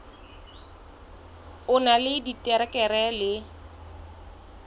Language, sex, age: Southern Sotho, female, 22